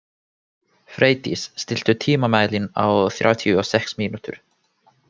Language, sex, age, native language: Icelandic, male, 18-19, Finnish